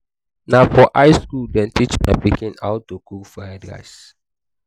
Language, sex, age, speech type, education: Nigerian Pidgin, male, 15-29, spontaneous, tertiary